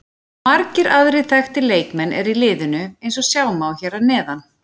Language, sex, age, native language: Icelandic, female, 40-49, Icelandic